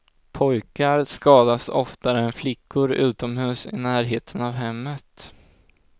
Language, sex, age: Swedish, male, 16